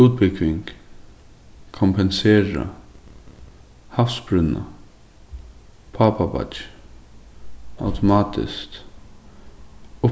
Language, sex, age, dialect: Faroese, male, 15-35, Suðurstreymoy